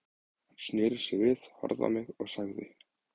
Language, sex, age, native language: Icelandic, male, 20-29, Icelandic